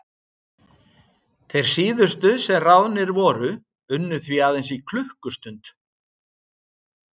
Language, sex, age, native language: Icelandic, male, 60-69, Icelandic